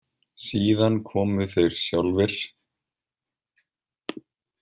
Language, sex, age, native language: Icelandic, male, 20-29, Icelandic